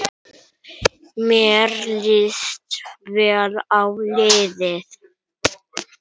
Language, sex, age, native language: Icelandic, male, 9, Icelandic